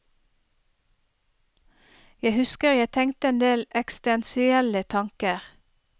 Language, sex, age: Norwegian, female, 30